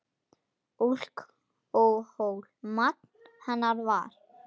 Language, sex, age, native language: Icelandic, male, 10, Icelandic